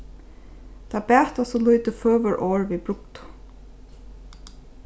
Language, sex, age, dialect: Faroese, female, 15-35, Norðurstreymoy/Eysturoy